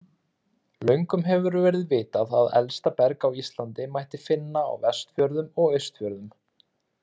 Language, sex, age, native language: Icelandic, male, 30-39, Icelandic